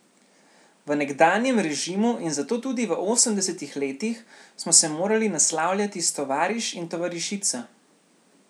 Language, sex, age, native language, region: Slovenian, male, 18-29, Slovenian, Central Slovenia